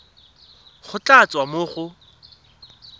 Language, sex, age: Tswana, male, 22